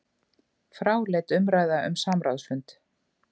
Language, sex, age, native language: Icelandic, female, 50-59, Icelandic